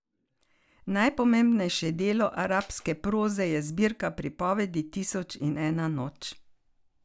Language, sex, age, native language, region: Slovenian, female, 60+, Slovenian, Carinthia region